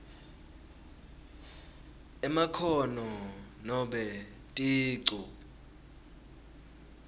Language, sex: Swati, male